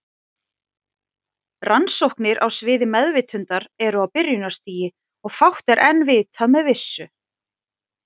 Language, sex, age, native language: Icelandic, female, 40-49, Icelandic